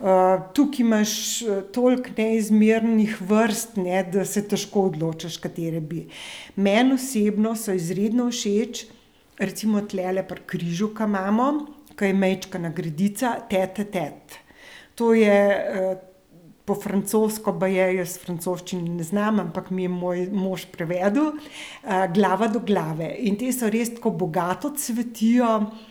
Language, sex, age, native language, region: Slovenian, female, 60+, Slovenian, Central Slovenia